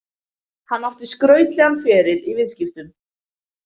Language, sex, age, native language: Icelandic, female, 20-29, Icelandic